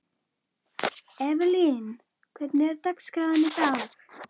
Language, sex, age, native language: Icelandic, female, 11, Icelandic